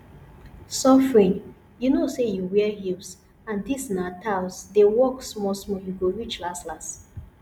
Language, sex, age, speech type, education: Nigerian Pidgin, female, 15-29, spontaneous, tertiary